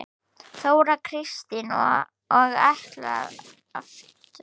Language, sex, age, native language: Icelandic, female, 9, Icelandic